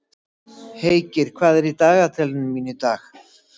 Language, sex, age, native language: Icelandic, female, 60-69, Icelandic